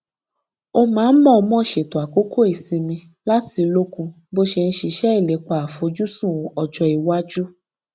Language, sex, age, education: Yoruba, female, 15-29, tertiary